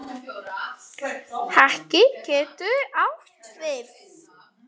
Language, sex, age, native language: Icelandic, female, 10, Icelandic